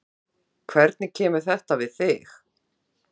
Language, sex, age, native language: Icelandic, female, 50-59, Icelandic